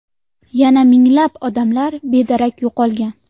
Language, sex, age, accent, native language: Uzbek, female, 19-29, Sirdaryo, Uzbek